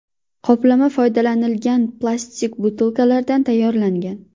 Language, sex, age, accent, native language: Uzbek, female, 19-29, Qashqadaryo, Uzbek